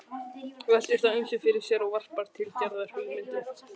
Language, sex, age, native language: Icelandic, male, 11, Icelandic